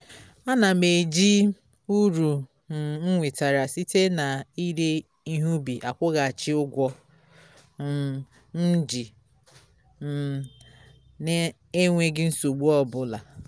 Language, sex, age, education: Igbo, female, 30-45, tertiary